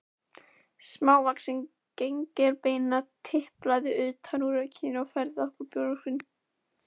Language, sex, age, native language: Icelandic, female, 11, Icelandic